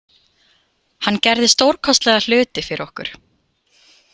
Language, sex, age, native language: Icelandic, female, 20-29, Icelandic